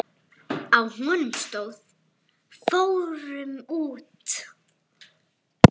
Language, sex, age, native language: Icelandic, female, 9, Icelandic